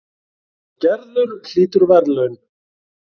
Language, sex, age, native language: Icelandic, male, 40-49, Icelandic